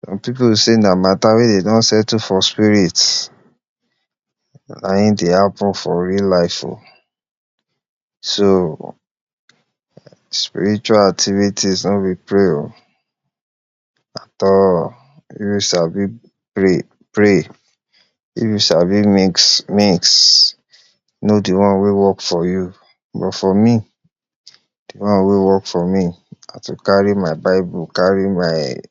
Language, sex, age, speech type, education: Nigerian Pidgin, male, 60+, spontaneous, tertiary